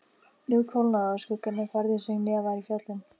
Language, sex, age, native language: Icelandic, female, 15, Icelandic